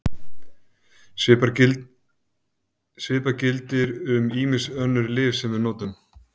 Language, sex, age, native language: Icelandic, male, 50-59, Icelandic